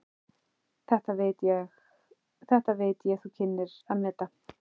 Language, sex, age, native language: Icelandic, male, 11, Icelandic